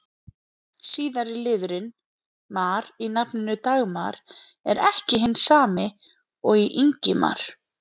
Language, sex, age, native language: Icelandic, female, 30-39, Icelandic